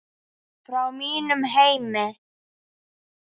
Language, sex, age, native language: Icelandic, female, 10, Icelandic